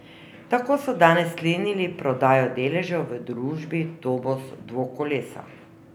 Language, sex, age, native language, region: Slovenian, female, 50-59, Slovenian, Drava region